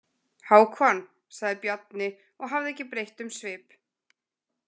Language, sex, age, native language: Icelandic, female, 20-29, Icelandic